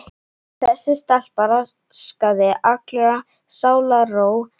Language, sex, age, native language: Icelandic, female, 11, Icelandic